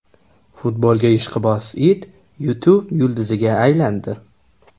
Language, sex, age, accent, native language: Uzbek, male, 18-24, Toshkent shahri, Uzbek